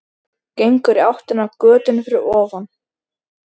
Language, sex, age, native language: Icelandic, male, 13, Icelandic